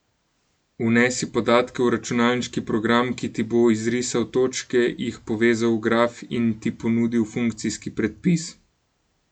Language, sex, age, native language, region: Slovenian, male, 18-29, Slovenian, Gorenjska region